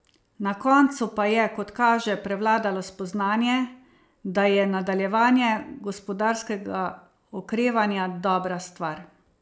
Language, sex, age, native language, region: Slovenian, female, 50-59, Slovenian, Savinja region